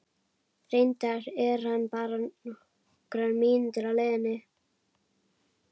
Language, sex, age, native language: Icelandic, female, 11, Icelandic